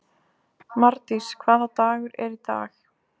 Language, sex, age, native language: Icelandic, female, 20-29, Icelandic